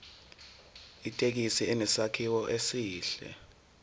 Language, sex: Zulu, male